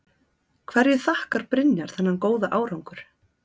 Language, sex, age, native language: Icelandic, female, 30-39, Icelandic